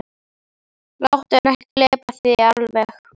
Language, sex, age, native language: Icelandic, female, 11, Icelandic